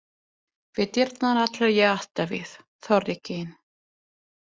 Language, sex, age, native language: Icelandic, female, 20-29, Italian